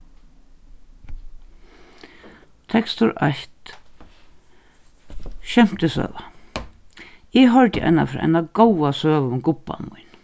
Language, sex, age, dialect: Faroese, female, 61+, Suðurstreymoy